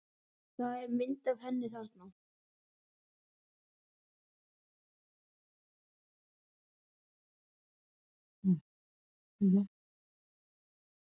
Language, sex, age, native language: Icelandic, male, 11, Icelandic